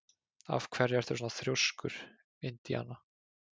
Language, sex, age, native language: Icelandic, male, 20-29, Icelandic